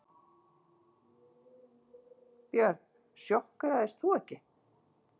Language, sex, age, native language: Icelandic, female, 50-59, Icelandic